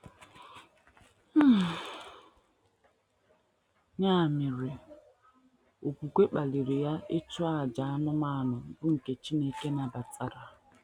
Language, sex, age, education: Igbo, female, 15-29, tertiary